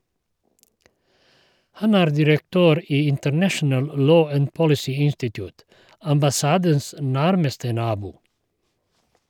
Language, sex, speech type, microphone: Norwegian, male, read, Shure